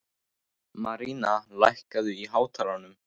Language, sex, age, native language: Icelandic, male, 18-19, Icelandic